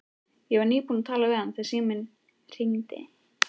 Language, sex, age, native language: Icelandic, female, 13, Icelandic